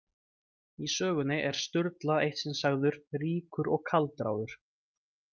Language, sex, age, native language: Icelandic, male, 20-29, Icelandic